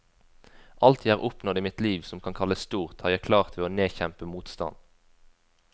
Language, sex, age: Norwegian, female, 20